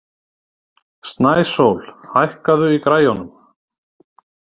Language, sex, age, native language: Icelandic, male, 30-39, Icelandic